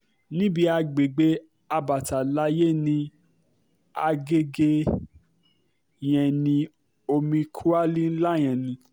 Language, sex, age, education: Yoruba, male, 30-45, tertiary